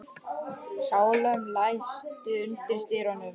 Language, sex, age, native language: Icelandic, male, 11, Icelandic